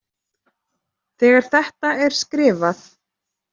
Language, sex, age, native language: Icelandic, female, 30-39, Icelandic